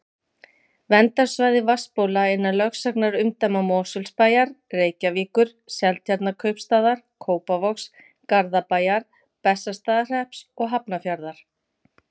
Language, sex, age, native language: Icelandic, female, 50-59, Icelandic